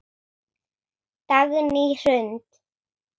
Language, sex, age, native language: Icelandic, female, 8, Icelandic